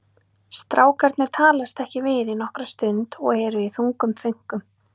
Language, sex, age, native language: Icelandic, female, 30-39, Icelandic